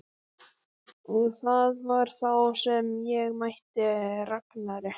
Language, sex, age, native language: Icelandic, female, 12, Icelandic